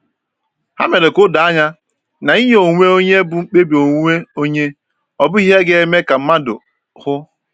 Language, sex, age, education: Igbo, male, 15-29, tertiary